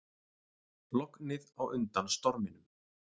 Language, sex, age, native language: Icelandic, male, 40-49, Icelandic